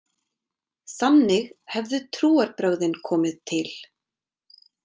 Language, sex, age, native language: Icelandic, female, 30-39, Icelandic